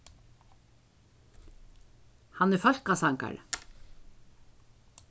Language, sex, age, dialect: Faroese, female, 61+, Suðurstreymoy